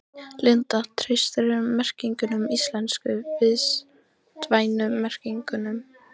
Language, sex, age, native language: Icelandic, female, 13, Icelandic